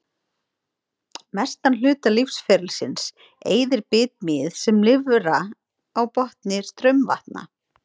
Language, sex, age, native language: Icelandic, female, 30-39, Icelandic